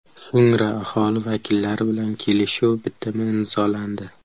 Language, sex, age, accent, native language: Uzbek, male, 12-17, Qashqadaryo, Uzbek